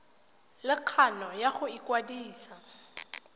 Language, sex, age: Tswana, female, 31